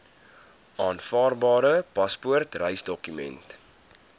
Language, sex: Afrikaans, male